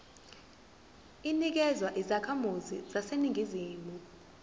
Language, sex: Zulu, female